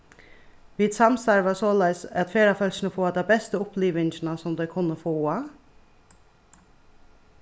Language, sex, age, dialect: Faroese, female, 36-60, Suðurstreymoy